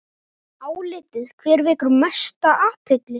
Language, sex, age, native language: Icelandic, male, 9, Icelandic